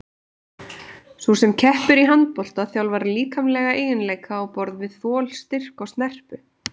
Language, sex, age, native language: Icelandic, female, 30-39, Icelandic